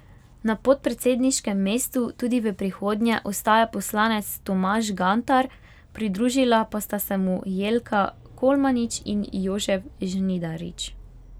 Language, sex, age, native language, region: Slovenian, female, 18-29, Slovenian, Pomurje region